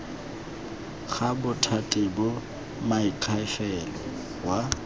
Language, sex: Tswana, male